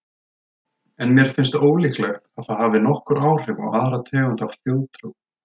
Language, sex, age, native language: Icelandic, male, 30-39, Icelandic